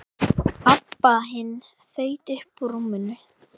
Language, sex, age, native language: Icelandic, female, 11, Icelandic